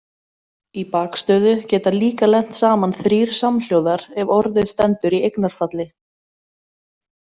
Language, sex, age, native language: Icelandic, female, 30-39, Icelandic